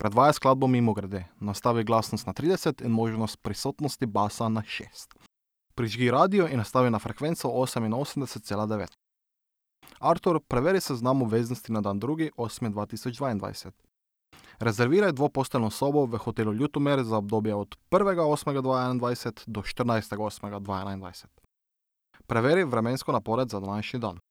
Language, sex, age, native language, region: Slovenian, male, 18-29, Slovenian, Drava region